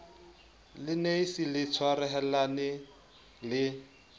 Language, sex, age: Southern Sotho, male, 20